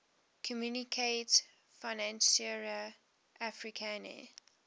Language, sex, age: English, female, 18